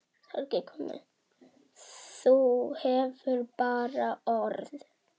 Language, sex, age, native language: Icelandic, female, 18-19, Icelandic